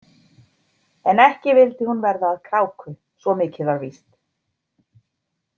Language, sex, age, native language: Icelandic, female, 40-49, Icelandic